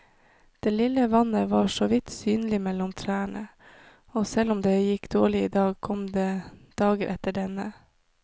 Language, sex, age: Norwegian, female, 26